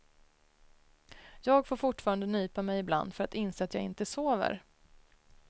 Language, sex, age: Swedish, female, 33